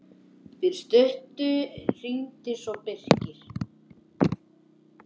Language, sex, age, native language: Icelandic, male, 10, Icelandic